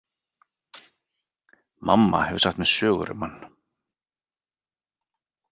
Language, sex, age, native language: Icelandic, male, 40-49, Icelandic